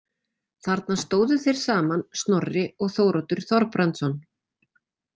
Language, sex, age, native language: Icelandic, female, 40-49, Icelandic